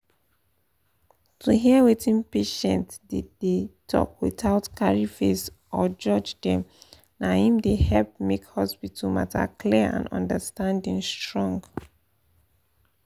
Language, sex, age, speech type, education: Nigerian Pidgin, female, 15-29, spontaneous, tertiary